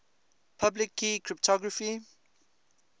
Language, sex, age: English, male, 20